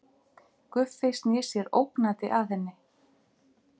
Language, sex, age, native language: Icelandic, female, 50-59, Icelandic